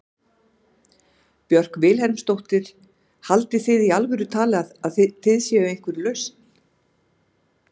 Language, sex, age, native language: Icelandic, female, 60-69, Icelandic